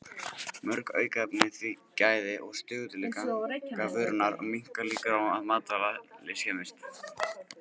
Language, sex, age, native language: Icelandic, male, 18-19, Icelandic